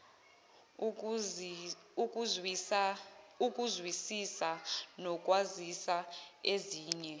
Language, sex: Zulu, female